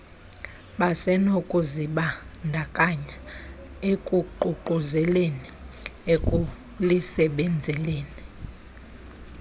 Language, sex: Xhosa, female